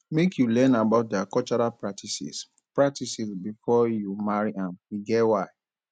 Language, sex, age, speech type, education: Nigerian Pidgin, male, 15-29, spontaneous, tertiary